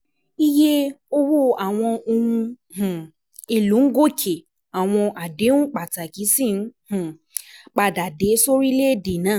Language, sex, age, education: Yoruba, female, 15-29, tertiary